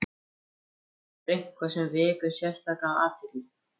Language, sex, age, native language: Icelandic, male, 14, Icelandic